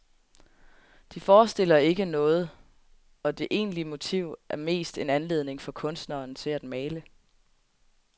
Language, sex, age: Danish, female, 20